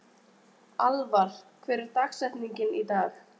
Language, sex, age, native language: Icelandic, female, 20-29, Icelandic